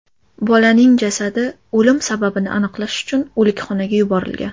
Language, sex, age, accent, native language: Uzbek, female, 18-24, Toshkent shahri, Uzbek